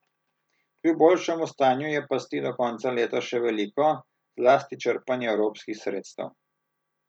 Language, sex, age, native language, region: Slovenian, male, 30-49, Slovenian, Southeast Slovenia